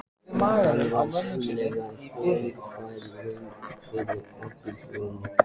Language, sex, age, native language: Icelandic, male, 14, Icelandic